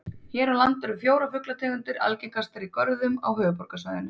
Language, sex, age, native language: Icelandic, female, 30-39, Icelandic